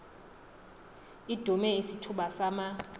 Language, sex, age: Xhosa, female, 20